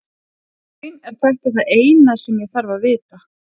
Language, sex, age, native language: Icelandic, female, 40-49, Icelandic